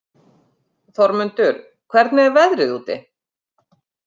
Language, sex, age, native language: Icelandic, female, 50-59, Icelandic